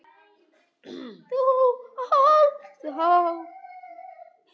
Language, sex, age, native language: Icelandic, female, 10, Icelandic